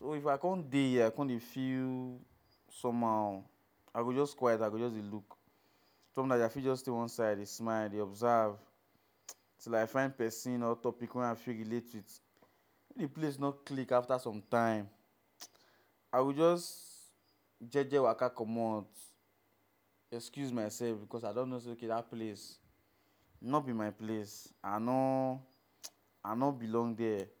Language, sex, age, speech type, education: Nigerian Pidgin, male, 15-29, spontaneous, tertiary